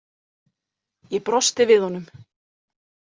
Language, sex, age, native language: Icelandic, female, 40-49, Icelandic